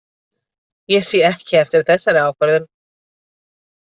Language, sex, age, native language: Icelandic, female, 50-59, Icelandic